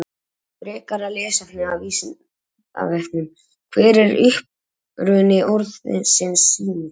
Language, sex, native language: Icelandic, male, Icelandic